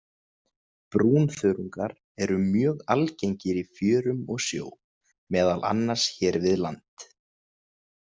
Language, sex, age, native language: Icelandic, male, 20-29, Icelandic